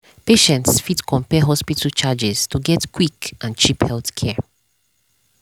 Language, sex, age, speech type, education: Nigerian Pidgin, female, 30-45, spontaneous, tertiary